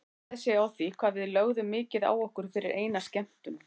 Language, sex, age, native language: Icelandic, female, 40-49, Icelandic